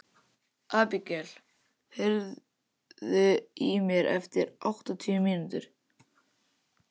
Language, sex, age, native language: Icelandic, male, 18-19, Icelandic